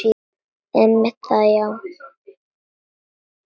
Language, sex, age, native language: Icelandic, female, 9, Icelandic